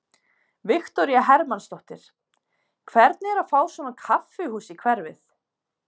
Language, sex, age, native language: Icelandic, female, 20-29, Icelandic